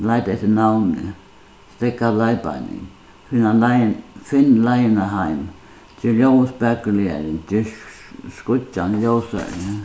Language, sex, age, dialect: Faroese, female, 61+, Suðuroy